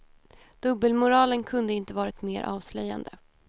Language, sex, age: Swedish, female, 28